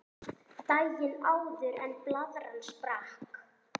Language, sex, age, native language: Icelandic, female, 9, Icelandic